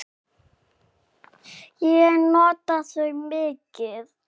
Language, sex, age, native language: Icelandic, male, 6, Icelandic